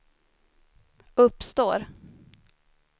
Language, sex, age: Swedish, female, 30